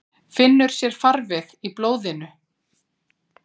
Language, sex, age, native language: Icelandic, female, 40-49, Icelandic